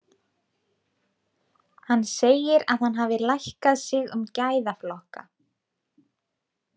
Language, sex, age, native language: Icelandic, female, 20-29, Icelandic